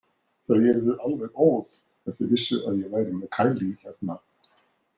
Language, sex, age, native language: Icelandic, male, 60-69, Icelandic